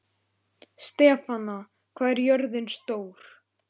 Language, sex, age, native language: Icelandic, male, 11, Icelandic